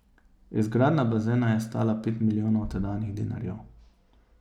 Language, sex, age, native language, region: Slovenian, male, 30-49, Slovenian, Savinja region